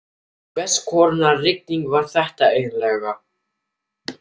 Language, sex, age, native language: Icelandic, male, 12, German